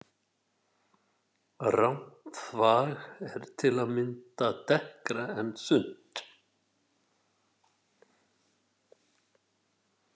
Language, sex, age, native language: Icelandic, male, 60-69, Icelandic